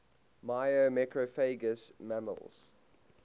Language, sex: English, male